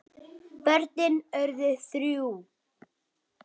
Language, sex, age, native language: Icelandic, female, 9, Icelandic